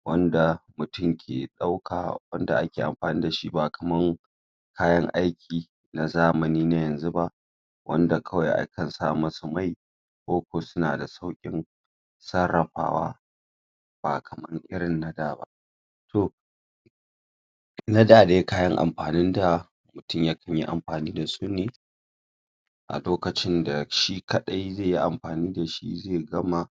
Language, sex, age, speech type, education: Hausa, female, 60+, spontaneous, secondary